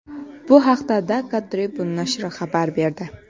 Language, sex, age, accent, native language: Uzbek, female, 18-24, Qoraqalpog'iston, Karakalpak